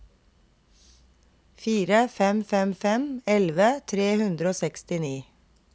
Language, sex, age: Norwegian, female, 32